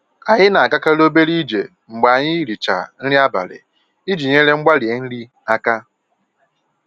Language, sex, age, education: Igbo, male, 15-29, tertiary